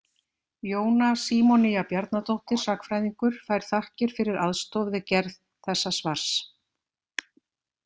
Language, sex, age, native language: Icelandic, female, 50-59, Icelandic